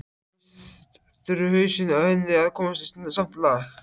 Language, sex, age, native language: Icelandic, male, 14, Icelandic